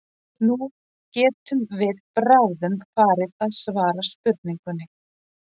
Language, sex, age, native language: Icelandic, female, 40-49, Icelandic